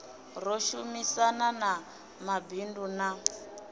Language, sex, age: Venda, female, 24